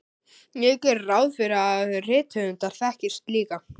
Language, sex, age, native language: Icelandic, male, 11, Icelandic